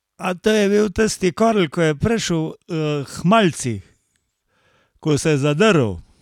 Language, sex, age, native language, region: Slovenian, male, 60+, Slovenian, Carinthia region